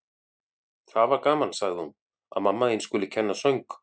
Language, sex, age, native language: Icelandic, male, 40-49, Icelandic